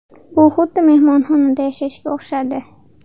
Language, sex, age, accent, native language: Uzbek, female, 12-17, Andijon, Uzbek